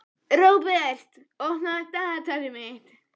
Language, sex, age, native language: Icelandic, male, 14, Icelandic